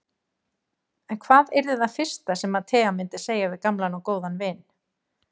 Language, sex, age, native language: Icelandic, female, 40-49, Icelandic